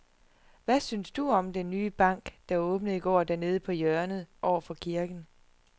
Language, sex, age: Danish, female, 41